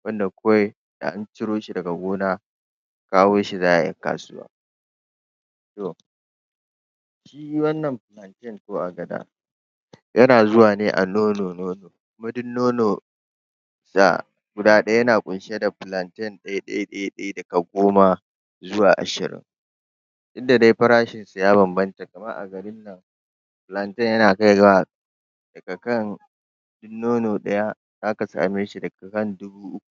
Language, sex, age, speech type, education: Hausa, male, 15-29, spontaneous, tertiary